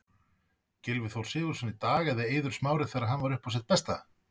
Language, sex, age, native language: Icelandic, male, 40-49, Icelandic